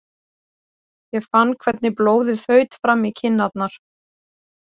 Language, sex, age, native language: Icelandic, female, 40-49, Icelandic